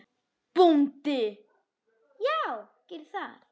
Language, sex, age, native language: Icelandic, male, 10, Icelandic